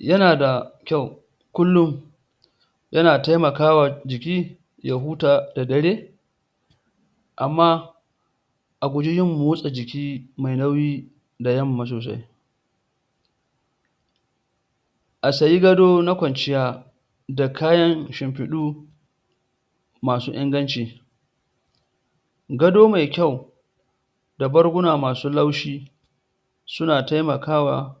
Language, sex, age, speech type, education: Hausa, male, 46-60, spontaneous, tertiary